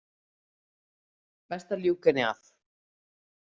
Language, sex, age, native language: Icelandic, female, 30-39, Icelandic